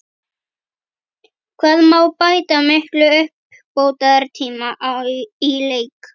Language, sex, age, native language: Icelandic, female, 11, Icelandic